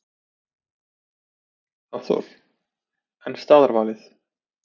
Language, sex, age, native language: Icelandic, male, 30-39, Icelandic